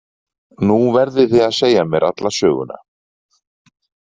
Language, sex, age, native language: Icelandic, male, 40-49, Icelandic